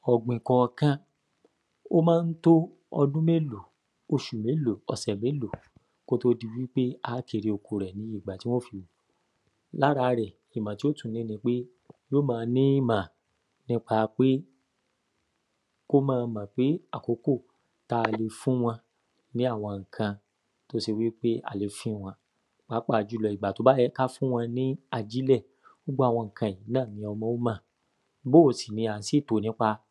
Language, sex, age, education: Yoruba, male, 15-29, tertiary